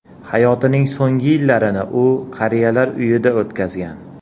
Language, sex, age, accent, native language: Uzbek, male, 40-49, Andijon, Uzbek